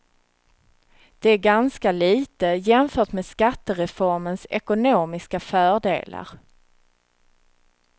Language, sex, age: Swedish, female, 36